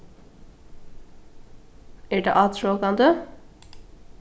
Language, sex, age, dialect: Faroese, female, 15-35, Norðuroyggjar